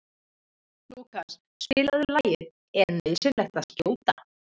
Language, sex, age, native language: Icelandic, female, 30-39, Icelandic